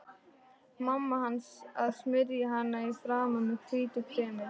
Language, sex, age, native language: Icelandic, female, 13, Icelandic